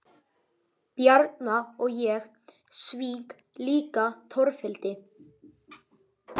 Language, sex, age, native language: Icelandic, male, 11, Icelandic